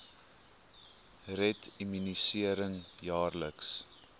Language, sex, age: Afrikaans, male, 19